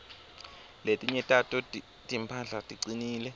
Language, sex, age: Swati, male, 23